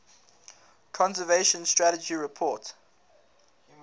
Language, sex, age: English, male, 19